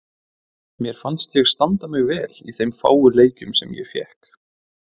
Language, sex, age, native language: Icelandic, male, 20-29, Icelandic